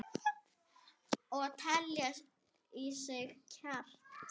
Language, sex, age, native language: Icelandic, female, 9, Icelandic